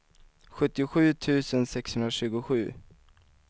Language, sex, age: Swedish, male, 19